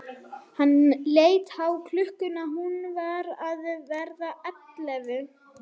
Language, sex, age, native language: Icelandic, female, 30-39, Swedish